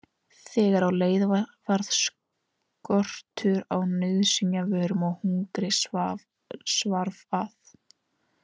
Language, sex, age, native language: Icelandic, female, 18-19, Icelandic